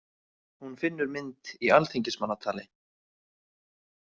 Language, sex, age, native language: Icelandic, male, 30-39, Icelandic